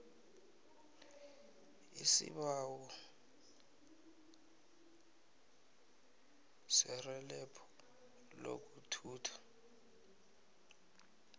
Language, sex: South Ndebele, male